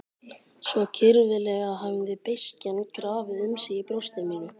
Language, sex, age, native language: Icelandic, male, 12, Icelandic